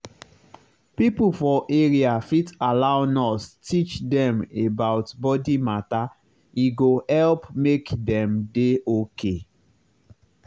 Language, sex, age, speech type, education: Nigerian Pidgin, male, 30-45, spontaneous, tertiary